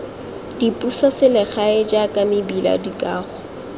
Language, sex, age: Tswana, female, 23